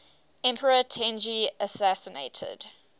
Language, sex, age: English, female, 18